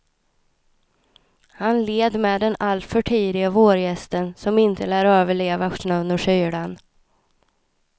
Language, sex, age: Swedish, female, 26